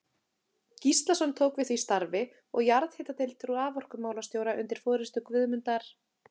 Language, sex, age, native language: Icelandic, female, 30-39, Icelandic